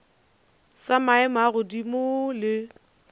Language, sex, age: Northern Sotho, female, 29